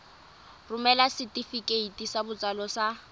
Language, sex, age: Tswana, female, 20